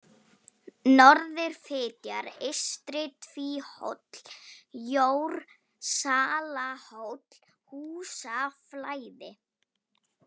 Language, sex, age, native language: Icelandic, female, 18-19, Polish